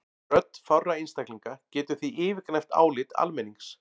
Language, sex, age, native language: Icelandic, male, 40-49, Icelandic